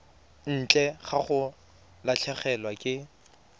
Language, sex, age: Tswana, male, 23